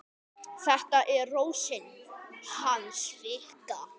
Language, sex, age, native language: Icelandic, male, 10, Icelandic